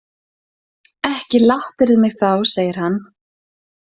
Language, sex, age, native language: Icelandic, female, 20-29, Icelandic